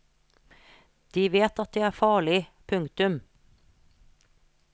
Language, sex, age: Norwegian, female, 43